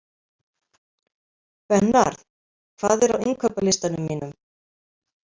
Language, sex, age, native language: Icelandic, female, 50-59, Icelandic